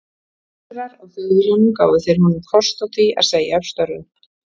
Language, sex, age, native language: Icelandic, female, 40-49, Icelandic